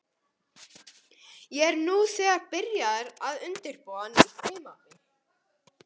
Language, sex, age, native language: Icelandic, male, 18-19, Icelandic